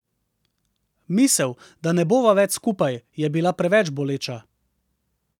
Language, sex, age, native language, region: Slovenian, male, 30-49, Slovenian, Central Slovenia